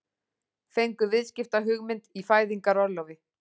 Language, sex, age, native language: Icelandic, female, 40-49, Icelandic